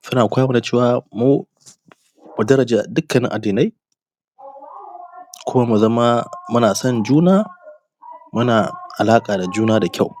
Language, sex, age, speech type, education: Hausa, male, 30-45, spontaneous, primary